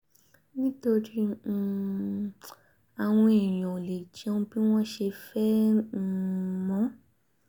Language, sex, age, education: Yoruba, female, 15-29, tertiary